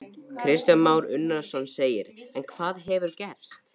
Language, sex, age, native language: Icelandic, male, 13, Icelandic